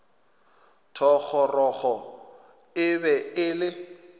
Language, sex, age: Northern Sotho, male, 21